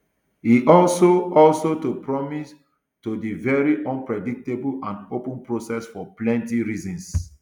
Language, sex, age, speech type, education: Nigerian Pidgin, male, 30-45, spontaneous, tertiary